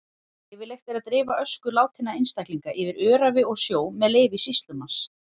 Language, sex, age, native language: Icelandic, female, 40-49, Icelandic